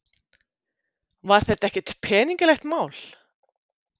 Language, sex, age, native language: Icelandic, female, 50-59, Icelandic